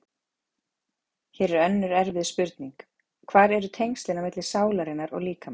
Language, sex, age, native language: Icelandic, female, 40-49, Icelandic